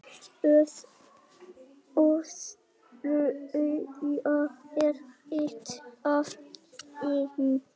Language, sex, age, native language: Icelandic, male, 9, Icelandic